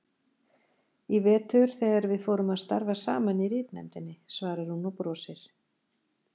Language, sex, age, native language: Icelandic, female, 40-49, Icelandic